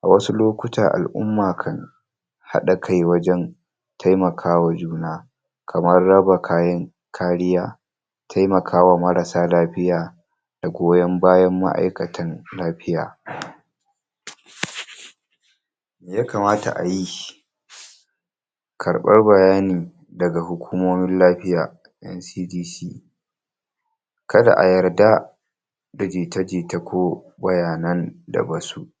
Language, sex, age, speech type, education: Hausa, male, 46-60, spontaneous, tertiary